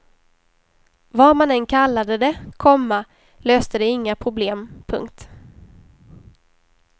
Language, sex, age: Swedish, female, 23